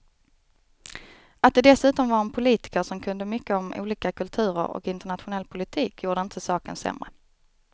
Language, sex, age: Swedish, female, 29